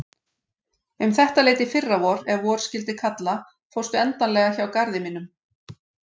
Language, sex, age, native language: Icelandic, female, 40-49, Icelandic